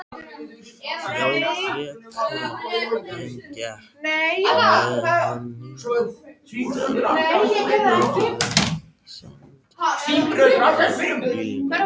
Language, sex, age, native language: Icelandic, male, 13, Icelandic